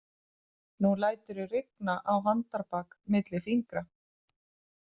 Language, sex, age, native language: Icelandic, female, 30-39, Icelandic